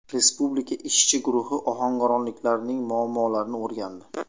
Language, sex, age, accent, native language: Uzbek, male, 25-34, Sirdaryo, Uzbek